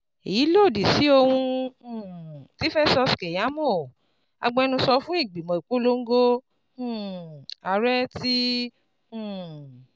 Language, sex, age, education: Yoruba, female, 30-45, tertiary